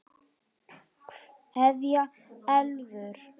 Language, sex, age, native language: Icelandic, female, 9, Icelandic